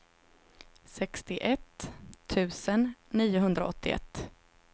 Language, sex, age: Swedish, female, 26